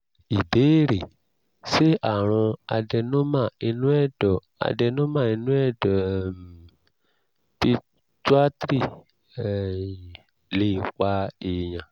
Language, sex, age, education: Yoruba, male, 30-45, tertiary